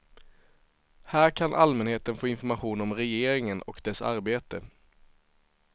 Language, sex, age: Swedish, male, 23